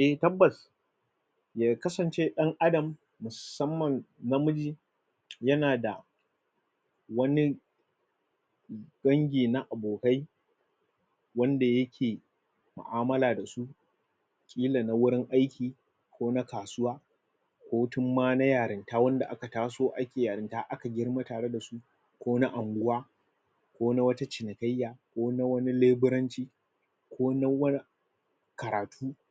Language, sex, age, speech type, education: Hausa, male, 30-45, spontaneous, tertiary